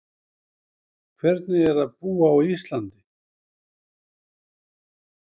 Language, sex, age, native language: Icelandic, male, 70-79, Icelandic